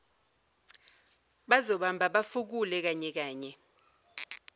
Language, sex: Zulu, female